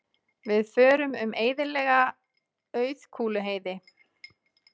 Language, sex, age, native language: Icelandic, female, 30-39, Icelandic